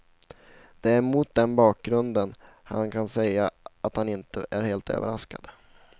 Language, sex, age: Swedish, male, 16